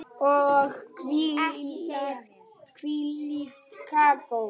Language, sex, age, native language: Icelandic, male, 8, Icelandic